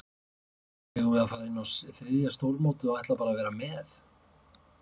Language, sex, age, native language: Icelandic, male, 50-59, Icelandic